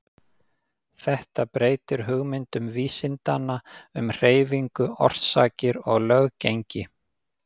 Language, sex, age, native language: Icelandic, male, 50-59, Icelandic